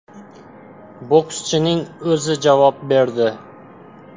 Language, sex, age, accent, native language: Uzbek, male, 18-24, Xorazm, Uzbek